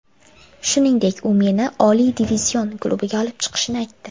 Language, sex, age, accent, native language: Uzbek, female, 18-24, Farg'ona, Uzbek